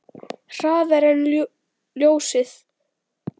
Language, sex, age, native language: Icelandic, female, 10, Icelandic